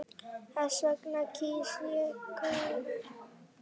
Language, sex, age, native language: Icelandic, female, 10, Icelandic